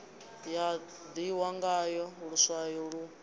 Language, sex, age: Venda, female, 22